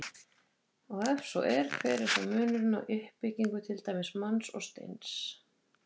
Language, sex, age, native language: Icelandic, female, 50-59, Icelandic